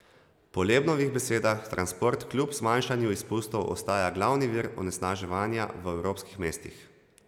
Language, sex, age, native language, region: Slovenian, male, 30-49, Slovenian, Zasavska region